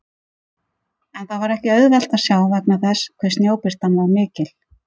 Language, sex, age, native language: Icelandic, female, 50-59, Icelandic